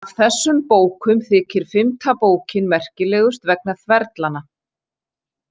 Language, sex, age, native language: Icelandic, female, 40-49, Icelandic